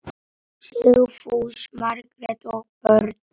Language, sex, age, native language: Icelandic, male, 8, Icelandic